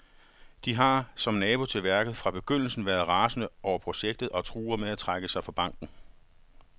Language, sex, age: Danish, male, 51